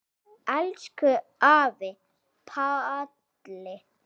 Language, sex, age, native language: Icelandic, male, 6, Icelandic